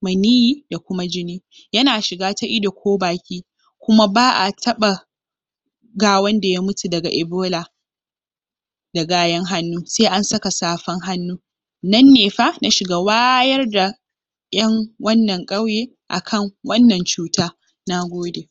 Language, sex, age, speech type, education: Hausa, female, 15-29, spontaneous, tertiary